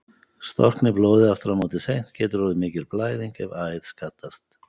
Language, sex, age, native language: Icelandic, male, 50-59, Icelandic